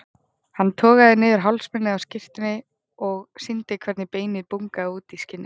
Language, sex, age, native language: Icelandic, female, 20-29, Icelandic